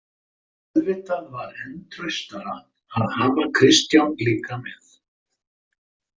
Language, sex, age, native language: Icelandic, male, 50-59, Icelandic